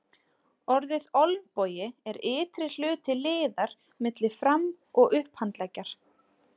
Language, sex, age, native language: Icelandic, female, 30-39, Icelandic